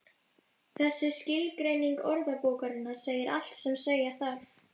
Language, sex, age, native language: Icelandic, female, 11, Icelandic